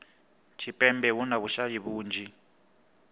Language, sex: Venda, male